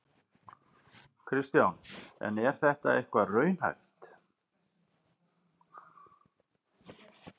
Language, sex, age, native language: Icelandic, male, 60-69, Icelandic